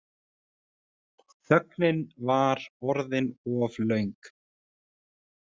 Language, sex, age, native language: Icelandic, male, 30-39, Icelandic